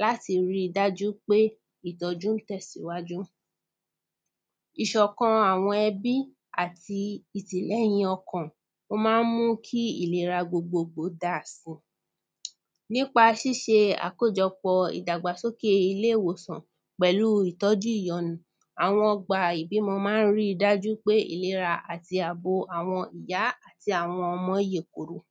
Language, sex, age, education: Yoruba, female, 30-45, primary